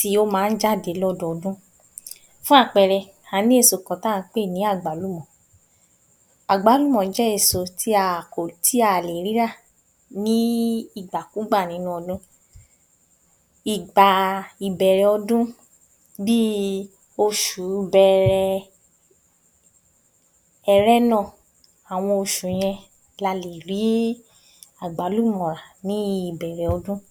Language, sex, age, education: Yoruba, female, 46-60, tertiary